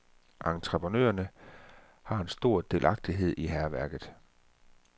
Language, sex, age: Danish, male, 34